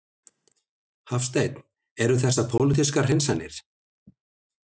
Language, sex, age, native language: Icelandic, male, 60-69, Icelandic